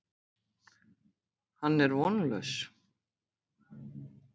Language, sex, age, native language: Icelandic, female, 50-59, Icelandic